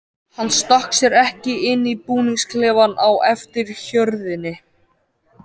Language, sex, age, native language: Icelandic, male, 14, Icelandic